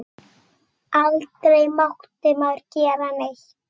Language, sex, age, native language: Icelandic, female, 6, Icelandic